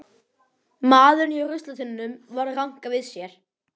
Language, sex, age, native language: Icelandic, male, 11, Icelandic